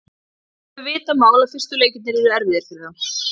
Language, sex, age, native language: Icelandic, female, 30-39, Icelandic